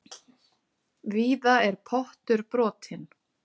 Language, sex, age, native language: Icelandic, female, 30-39, Icelandic